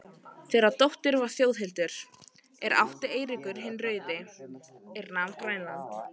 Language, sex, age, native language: Icelandic, female, 18-19, Icelandic